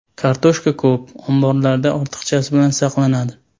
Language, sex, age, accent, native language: Uzbek, male, 18-24, Sirdaryo, Uzbek